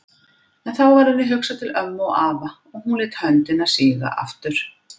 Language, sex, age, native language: Icelandic, female, 50-59, Icelandic